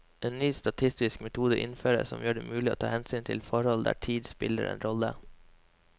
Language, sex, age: Norwegian, male, 21